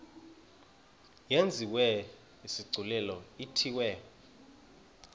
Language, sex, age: Xhosa, male, 31